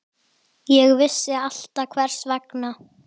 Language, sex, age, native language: Icelandic, female, 10, Icelandic